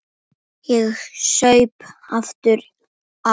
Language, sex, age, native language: Icelandic, female, 9, Icelandic